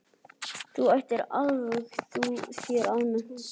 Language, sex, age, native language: Icelandic, other, 11, Icelandic